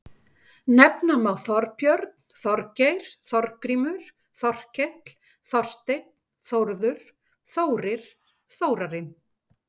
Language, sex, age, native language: Icelandic, female, 50-59, Icelandic